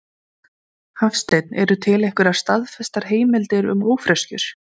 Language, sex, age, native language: Icelandic, female, 20-29, Icelandic